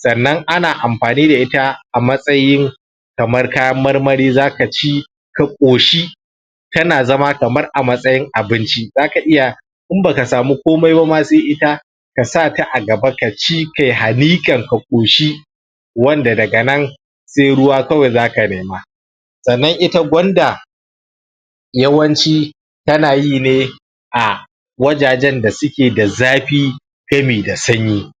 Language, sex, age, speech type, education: Hausa, male, 15-29, spontaneous, primary